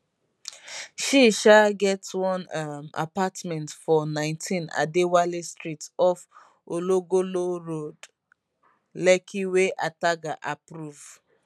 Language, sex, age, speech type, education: Nigerian Pidgin, female, 15-29, spontaneous, tertiary